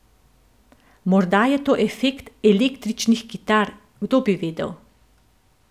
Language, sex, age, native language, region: Slovenian, female, 50-59, Slovenian, Central Slovenia